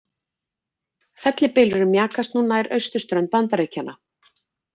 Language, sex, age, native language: Icelandic, female, 40-49, Icelandic